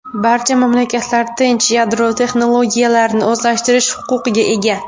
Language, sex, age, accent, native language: Uzbek, female, 19-29, Farg'ona, Uzbek